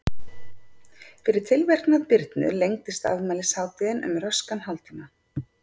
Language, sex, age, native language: Icelandic, female, 50-59, Icelandic